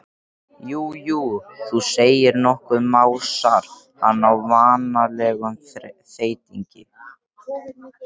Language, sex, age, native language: Icelandic, male, 13, Icelandic